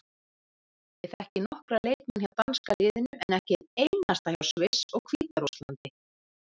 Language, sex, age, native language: Icelandic, female, 30-39, Icelandic